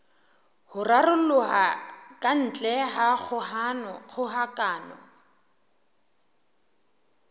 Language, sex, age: Southern Sotho, female, 23